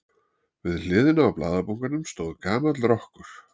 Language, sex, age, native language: Icelandic, male, 40-49, Icelandic